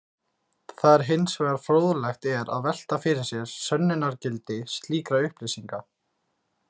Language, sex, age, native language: Icelandic, male, 18-19, Icelandic